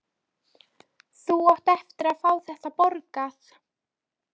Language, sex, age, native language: Icelandic, female, 13, Polish